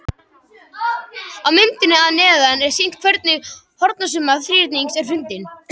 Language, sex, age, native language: Icelandic, male, 18-19, Icelandic